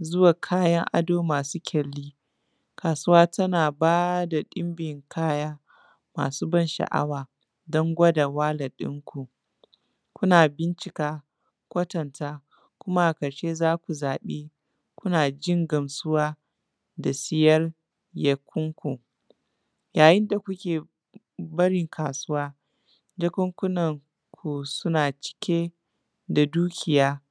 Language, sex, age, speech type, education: Hausa, female, 15-29, spontaneous, tertiary